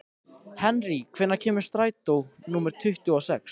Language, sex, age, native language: Icelandic, male, 13, Icelandic